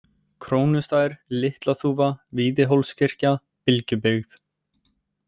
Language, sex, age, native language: Icelandic, male, 18-19, Icelandic